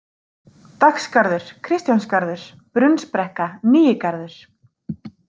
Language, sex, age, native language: Icelandic, female, 30-39, Icelandic